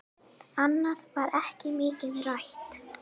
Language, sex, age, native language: Icelandic, female, 10, Icelandic